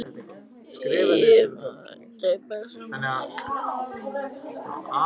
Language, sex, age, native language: Icelandic, other, 12, Icelandic